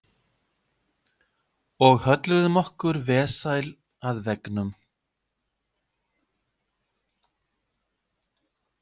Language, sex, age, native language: Icelandic, male, 50-59, Icelandic